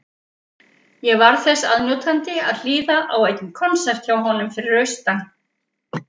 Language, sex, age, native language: Icelandic, female, 50-59, Icelandic